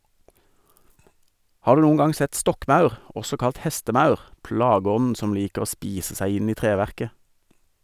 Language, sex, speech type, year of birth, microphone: Norwegian, male, read, 1973, Sennheiser